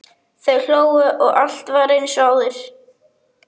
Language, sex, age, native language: Icelandic, male, 11, Icelandic